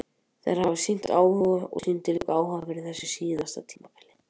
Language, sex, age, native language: Icelandic, male, 18-19, Icelandic